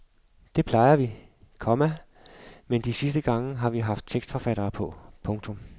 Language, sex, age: Danish, male, 52